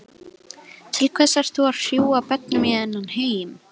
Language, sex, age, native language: Icelandic, female, 11, Icelandic